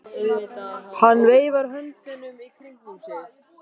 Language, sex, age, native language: Icelandic, male, 18-19, Vietnamese